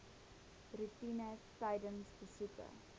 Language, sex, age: Afrikaans, female, 20